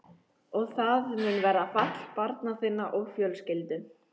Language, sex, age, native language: Icelandic, female, 13, Icelandic